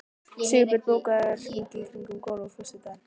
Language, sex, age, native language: Icelandic, female, 12, Icelandic